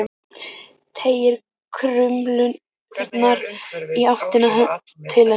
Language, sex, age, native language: Icelandic, female, 15, Icelandic